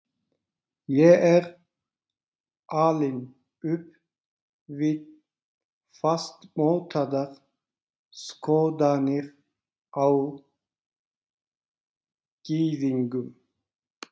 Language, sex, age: Icelandic, male, 40-49